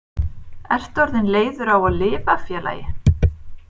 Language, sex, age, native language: Icelandic, female, 30-39, Icelandic